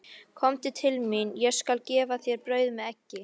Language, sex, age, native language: Icelandic, female, 13, Icelandic